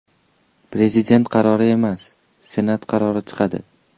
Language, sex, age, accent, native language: Uzbek, male, 18-24, Toshkent shahri, Uzbek